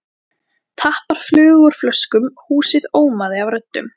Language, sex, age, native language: Icelandic, female, 14, Icelandic